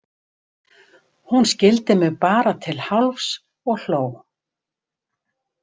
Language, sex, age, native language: Icelandic, female, 70-79, Icelandic